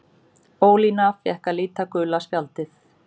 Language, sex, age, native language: Icelandic, female, 40-49, Icelandic